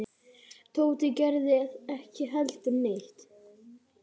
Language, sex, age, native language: Icelandic, other, 10, Icelandic